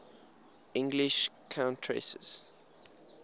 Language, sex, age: English, male, 21